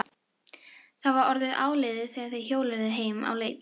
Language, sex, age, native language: Icelandic, female, 13, Filipino